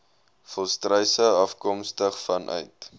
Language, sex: Afrikaans, male